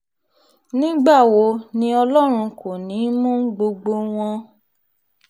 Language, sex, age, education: Yoruba, female, 30-45, tertiary